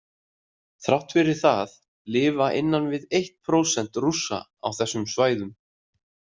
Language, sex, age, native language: Icelandic, male, 30-39, Icelandic